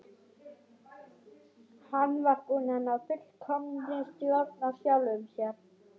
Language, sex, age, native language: Icelandic, female, 18-19, Swedish